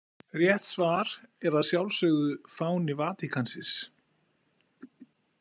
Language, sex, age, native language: Icelandic, male, 40-49, Icelandic